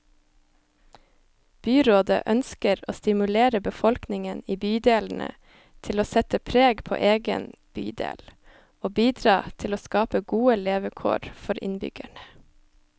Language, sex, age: Norwegian, female, 25